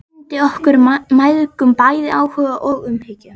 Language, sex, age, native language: Icelandic, female, 11, Icelandic